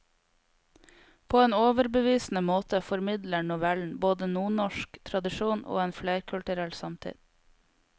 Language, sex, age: Norwegian, female, 22